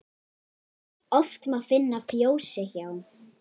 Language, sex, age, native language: Icelandic, female, 8, Icelandic